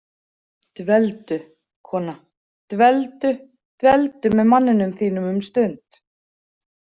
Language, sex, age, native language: Icelandic, female, 40-49, Icelandic